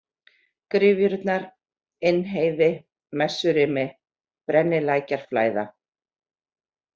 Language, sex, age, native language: Icelandic, female, 40-49, Icelandic